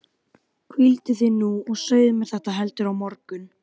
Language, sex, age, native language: Icelandic, female, 12, Icelandic